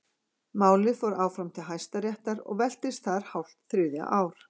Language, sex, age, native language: Icelandic, female, 40-49, Icelandic